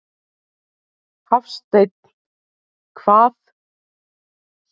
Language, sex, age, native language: Icelandic, female, 30-39, Icelandic